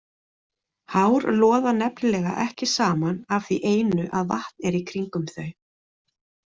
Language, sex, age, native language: Icelandic, female, 40-49, Icelandic